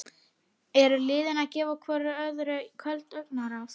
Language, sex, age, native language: Icelandic, female, 30-39, Icelandic